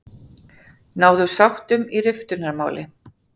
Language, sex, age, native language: Icelandic, female, 40-49, Icelandic